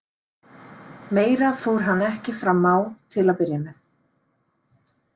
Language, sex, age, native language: Icelandic, female, 30-39, Icelandic